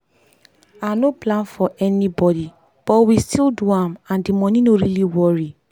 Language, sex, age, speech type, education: Nigerian Pidgin, female, 15-29, spontaneous, tertiary